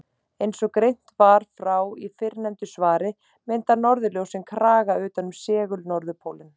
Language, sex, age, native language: Icelandic, female, 30-39, Icelandic